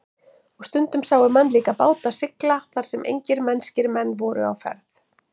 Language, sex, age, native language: Icelandic, female, 40-49, Icelandic